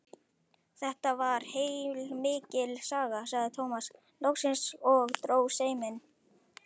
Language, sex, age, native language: Icelandic, male, 11, Icelandic